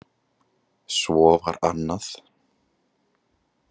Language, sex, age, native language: Icelandic, male, 20-29, Icelandic